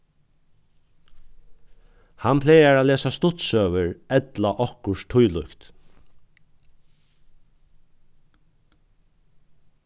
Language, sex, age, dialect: Faroese, male, 36-60, Norðuroyggjar